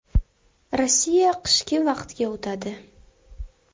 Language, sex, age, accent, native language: Uzbek, female, 19-29, Farg'ona, Uzbek